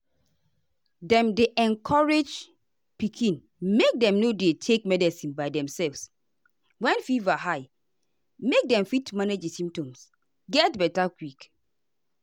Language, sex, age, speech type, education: Nigerian Pidgin, female, 30-45, spontaneous, tertiary